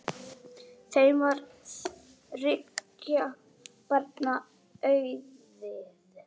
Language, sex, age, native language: Icelandic, female, 8, Icelandic